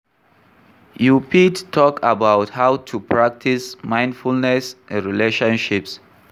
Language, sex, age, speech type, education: Nigerian Pidgin, male, 46-60, read, tertiary